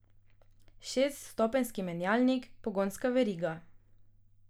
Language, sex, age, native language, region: Slovenian, female, 18-29, Slovenian, Drava region